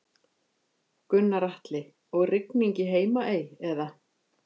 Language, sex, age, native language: Icelandic, female, 50-59, Icelandic